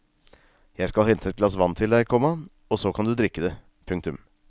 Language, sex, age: Norwegian, male, 36